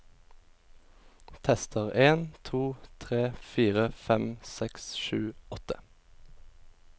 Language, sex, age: Norwegian, male, 24